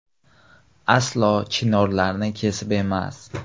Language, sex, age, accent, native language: Uzbek, male, 18-24, Xorazm, Uzbek